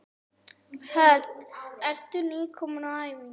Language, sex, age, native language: Icelandic, female, 9, Icelandic